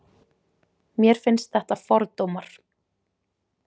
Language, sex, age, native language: Icelandic, female, 20-29, Icelandic